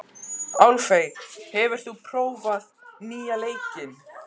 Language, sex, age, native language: Icelandic, male, 12, Icelandic